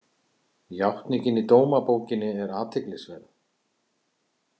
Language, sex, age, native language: Icelandic, male, 50-59, Icelandic